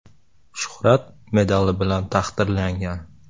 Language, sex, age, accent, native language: Uzbek, male, 18-24, Samarqand, Uzbek